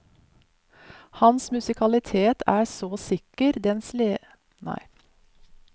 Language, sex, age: Norwegian, female, 50